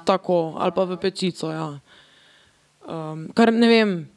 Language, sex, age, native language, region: Slovenian, female, 18-29, Slovenian, Drava region